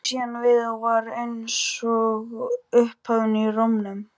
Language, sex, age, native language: Icelandic, male, 12, Icelandic